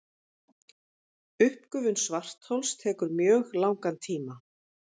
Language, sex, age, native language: Icelandic, female, 50-59, Icelandic